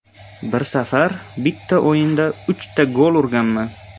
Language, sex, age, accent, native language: Uzbek, male, 18-24, Surxondaryo, Uzbek